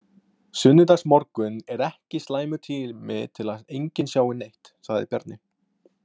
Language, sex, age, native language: Icelandic, male, 20-29, Icelandic